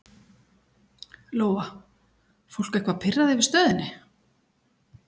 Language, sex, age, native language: Icelandic, female, 40-49, Icelandic